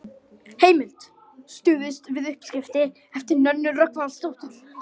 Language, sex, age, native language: Icelandic, male, 11, Icelandic